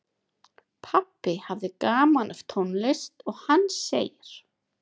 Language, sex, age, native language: Icelandic, female, 30-39, Icelandic